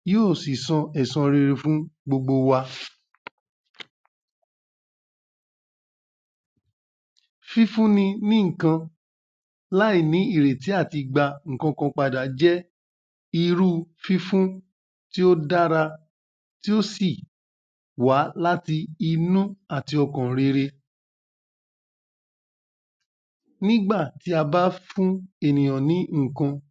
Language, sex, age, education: Yoruba, male, 15-29, tertiary